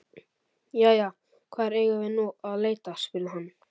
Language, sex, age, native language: Icelandic, male, 11, Icelandic